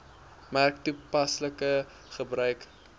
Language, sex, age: Afrikaans, male, 23